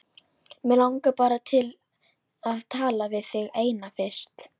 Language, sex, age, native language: Icelandic, female, 11, Icelandic